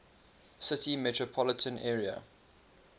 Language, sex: English, male